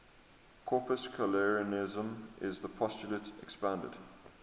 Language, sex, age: English, male, 23